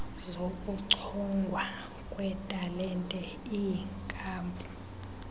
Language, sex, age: Xhosa, female, 24